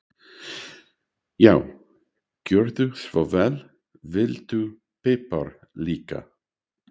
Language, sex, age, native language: Icelandic, male, 60-69, English